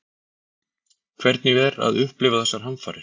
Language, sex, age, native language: Icelandic, male, 40-49, Icelandic